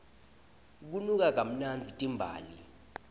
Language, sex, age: Swati, male, 20